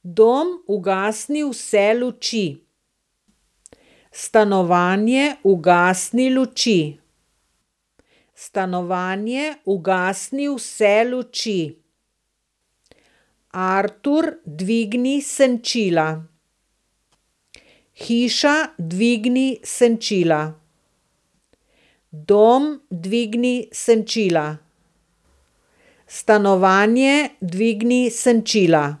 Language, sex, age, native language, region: Slovenian, female, 60+, Slovenian, Southeast Slovenia